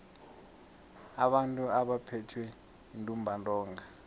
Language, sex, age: South Ndebele, male, 21